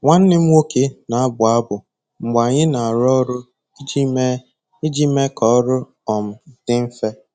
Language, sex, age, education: Igbo, male, 15-29, tertiary